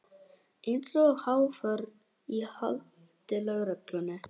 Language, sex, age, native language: Icelandic, male, 11, Icelandic